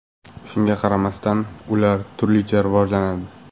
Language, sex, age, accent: Uzbek, male, 18-24, Qoraqalpog'iston